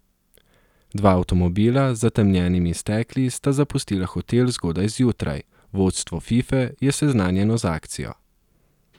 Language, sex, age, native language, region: Slovenian, male, 30-49, Slovenian, Southeast Slovenia